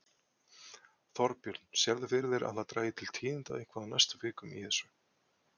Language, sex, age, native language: Icelandic, male, 40-49, Icelandic